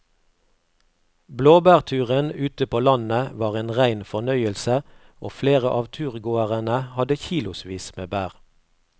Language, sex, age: Norwegian, male, 48